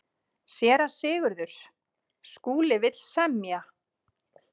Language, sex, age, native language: Icelandic, female, 30-39, Icelandic